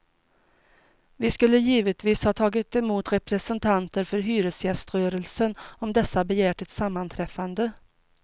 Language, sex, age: Swedish, female, 42